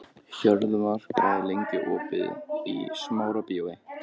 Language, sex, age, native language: Icelandic, male, 14, Icelandic